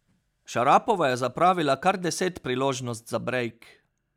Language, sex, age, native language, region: Slovenian, male, 30-49, Slovenian, Pomurje region